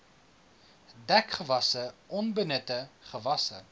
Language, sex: Afrikaans, male